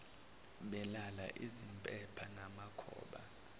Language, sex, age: Zulu, male, 23